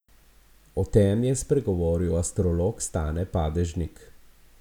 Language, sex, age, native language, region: Slovenian, male, 50-59, Slovenian, Abroad